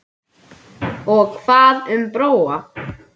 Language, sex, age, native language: Icelandic, male, 8, Icelandic